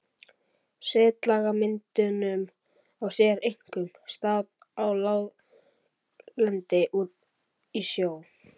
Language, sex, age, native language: Icelandic, male, 11, Icelandic